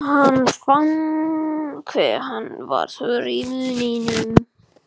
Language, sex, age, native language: Icelandic, male, 14, Icelandic